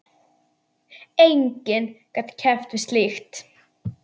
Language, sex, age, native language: Icelandic, female, 10, Icelandic